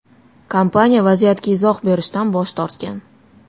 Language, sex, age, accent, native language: Uzbek, female, 19-29, Toshkent shahri, Uzbek